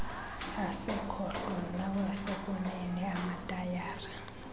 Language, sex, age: Xhosa, female, 24